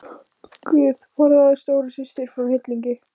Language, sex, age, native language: Icelandic, female, 15, Icelandic